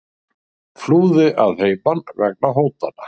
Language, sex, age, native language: Icelandic, male, 60-69, Icelandic